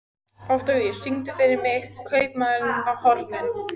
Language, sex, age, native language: Icelandic, female, 14, Icelandic